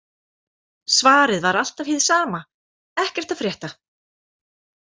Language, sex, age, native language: Icelandic, female, 40-49, Icelandic